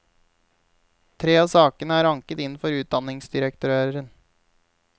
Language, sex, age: Norwegian, male, 28